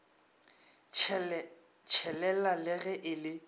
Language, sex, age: Northern Sotho, male, 24